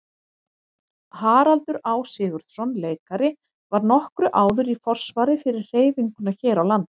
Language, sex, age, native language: Icelandic, female, 30-39, Icelandic